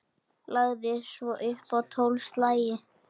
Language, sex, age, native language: Icelandic, male, 10, Icelandic